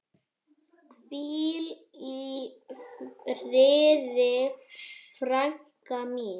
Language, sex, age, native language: Icelandic, male, 7, Icelandic